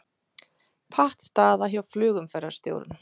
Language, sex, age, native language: Icelandic, female, 30-39, Icelandic